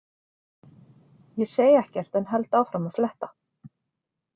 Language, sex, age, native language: Icelandic, female, 40-49, Icelandic